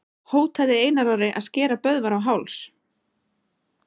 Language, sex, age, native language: Icelandic, female, 30-39, Icelandic